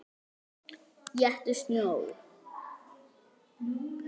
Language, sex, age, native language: Icelandic, male, 8, Icelandic